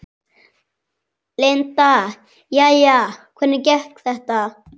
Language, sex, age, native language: Icelandic, male, 6, Icelandic